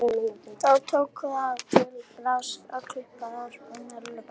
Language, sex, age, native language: Icelandic, female, 18-19, Icelandic